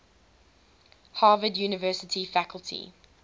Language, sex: English, female